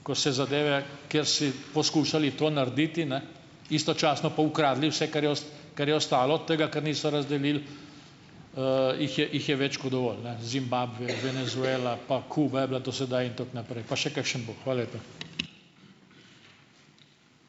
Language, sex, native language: Slovenian, male, Slovenian